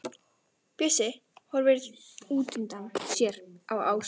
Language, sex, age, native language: Icelandic, female, 11, Icelandic